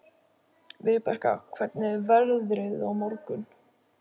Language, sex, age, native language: Icelandic, male, 12, Icelandic